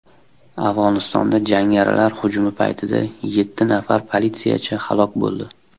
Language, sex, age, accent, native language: Uzbek, male, 19-29, Toshkent shahri, Uzbek